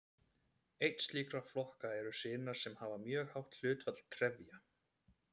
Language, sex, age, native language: Icelandic, male, 30-39, Icelandic